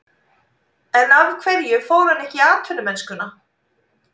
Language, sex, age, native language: Icelandic, female, 40-49, Icelandic